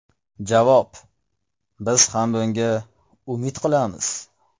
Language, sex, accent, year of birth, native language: Uzbek, male, Farg'ona, 1995, Uzbek